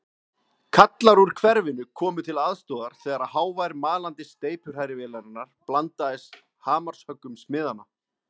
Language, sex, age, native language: Icelandic, male, 30-39, Icelandic